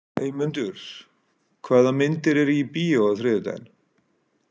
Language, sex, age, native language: Icelandic, male, 40-49, Icelandic